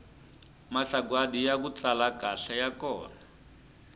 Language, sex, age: Tsonga, male, 25